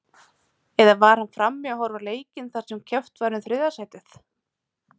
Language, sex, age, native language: Icelandic, female, 30-39, Icelandic